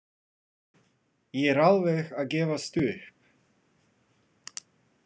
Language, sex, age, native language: Icelandic, male, 30-39, Russian